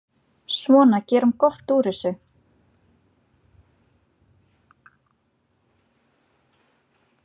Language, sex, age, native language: Icelandic, female, 9, Icelandic